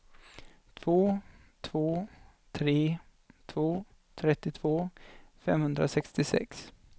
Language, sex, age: Swedish, male, 25